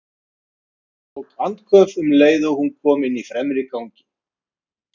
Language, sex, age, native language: Icelandic, male, 50-59, Icelandic